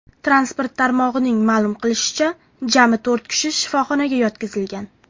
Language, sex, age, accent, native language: Uzbek, female, 18-24, Farg'ona, Uzbek